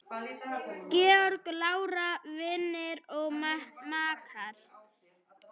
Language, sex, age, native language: Icelandic, female, 9, Icelandic